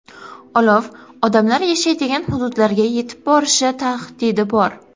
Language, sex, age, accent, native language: Uzbek, female, under 19, Qoraqalpog'iston, Karakalpak